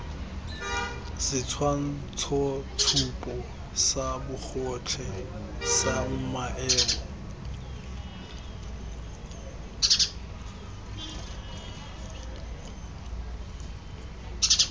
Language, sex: Tswana, male